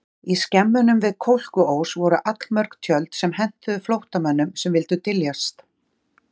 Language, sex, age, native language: Icelandic, female, 40-49, Icelandic